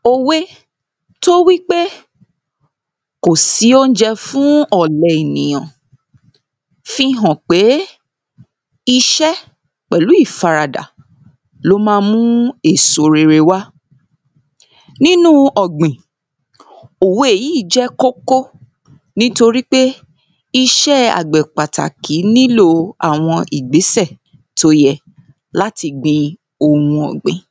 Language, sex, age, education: Yoruba, female, 30-45, secondary